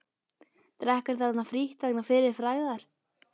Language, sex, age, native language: Icelandic, female, 12, Icelandic